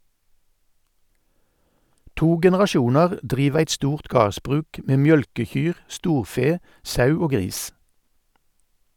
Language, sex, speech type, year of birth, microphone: Norwegian, male, read, 1952, Sennheiser